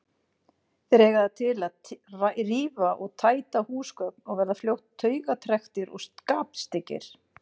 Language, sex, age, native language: Icelandic, female, 50-59, Icelandic